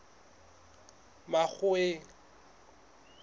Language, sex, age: Southern Sotho, male, 21